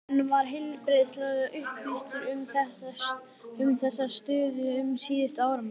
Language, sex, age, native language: Icelandic, male, 12, Icelandic